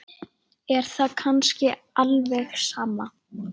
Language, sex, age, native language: Icelandic, female, 9, Icelandic